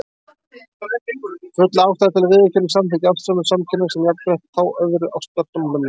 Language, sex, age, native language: Icelandic, male, 30-39, Icelandic